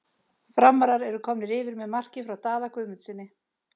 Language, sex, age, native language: Icelandic, female, 30-39, Icelandic